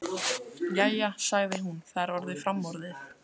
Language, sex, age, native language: Icelandic, female, 15, Icelandic